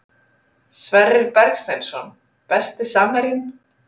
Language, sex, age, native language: Icelandic, female, 30-39, Icelandic